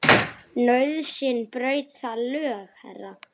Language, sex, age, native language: Icelandic, male, 9, Icelandic